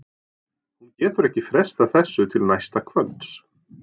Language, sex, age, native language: Icelandic, male, 40-49, Norwegian